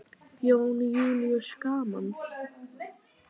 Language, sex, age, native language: Icelandic, male, 8, Icelandic